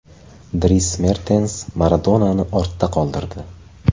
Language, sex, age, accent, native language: Uzbek, male, 18-24, Qashqadaryo, Uzbek